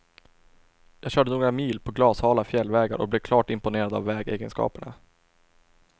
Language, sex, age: Swedish, male, 24